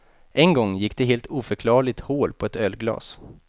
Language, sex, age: Swedish, male, 28